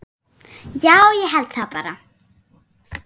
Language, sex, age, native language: Icelandic, female, 7, Icelandic